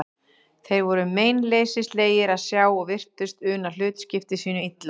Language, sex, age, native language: Icelandic, female, 40-49, Icelandic